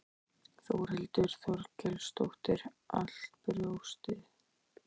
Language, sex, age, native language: Icelandic, male, 13, Icelandic